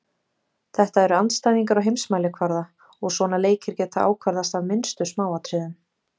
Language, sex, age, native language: Icelandic, female, 20-29, Icelandic